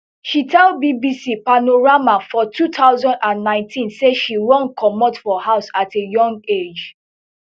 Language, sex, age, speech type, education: Nigerian Pidgin, female, 15-29, spontaneous, tertiary